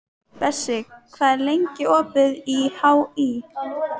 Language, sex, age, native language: Icelandic, female, 18-19, Icelandic